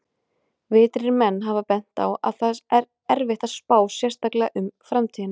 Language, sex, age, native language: Icelandic, female, 20-29, Icelandic